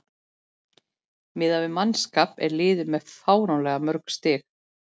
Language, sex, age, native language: Icelandic, female, 40-49, Icelandic